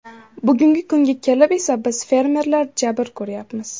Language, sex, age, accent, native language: Uzbek, female, under 19, Samarqand, Uzbek